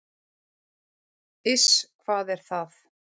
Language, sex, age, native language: Icelandic, female, 40-49, Icelandic